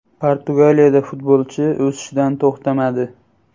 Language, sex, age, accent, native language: Uzbek, male, 18-24, Andijon, Uzbek